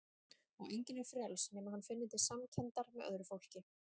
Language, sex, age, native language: Icelandic, female, 30-39, Icelandic